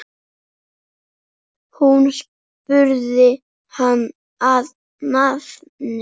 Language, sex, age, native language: Icelandic, male, 8, Icelandic